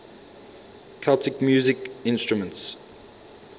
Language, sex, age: English, male, 22